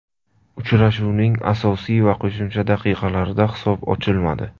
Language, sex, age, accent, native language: Uzbek, male, 25-34, Buxoro, Uzbek